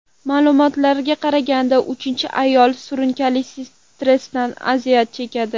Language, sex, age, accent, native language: Uzbek, female, 12-17, Toshkent shahri, Uzbek